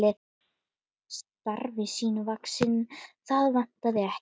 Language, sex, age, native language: Icelandic, female, 12, Icelandic